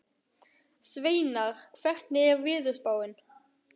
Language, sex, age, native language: Icelandic, male, 12, Icelandic